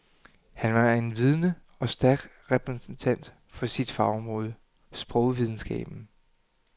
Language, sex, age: Danish, male, 39